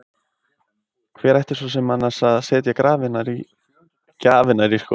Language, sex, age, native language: Icelandic, male, 20-29, Icelandic